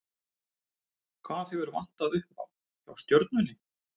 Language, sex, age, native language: Icelandic, male, 30-39, Icelandic